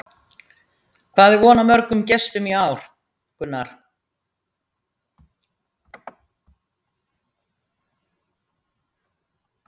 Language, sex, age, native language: Icelandic, female, 60-69, Icelandic